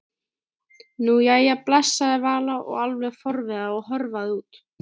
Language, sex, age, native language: Icelandic, female, 13, Icelandic